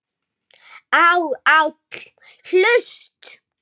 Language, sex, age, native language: Icelandic, male, 8, Icelandic